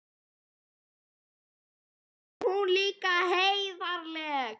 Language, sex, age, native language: Icelandic, female, 11, Icelandic